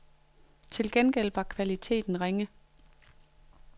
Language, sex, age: Danish, female, 42